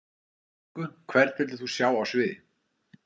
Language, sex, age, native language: Icelandic, male, 50-59, Icelandic